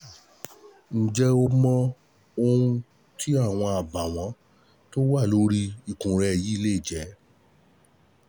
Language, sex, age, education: Yoruba, male, 30-45, tertiary